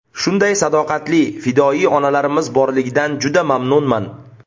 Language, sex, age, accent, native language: Uzbek, male, 25-34, Namangan, Uzbek